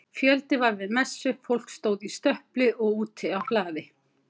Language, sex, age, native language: Icelandic, female, 50-59, Icelandic